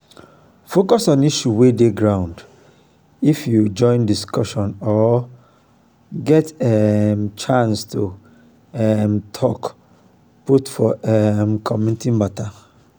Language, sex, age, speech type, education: Nigerian Pidgin, male, 30-45, spontaneous, tertiary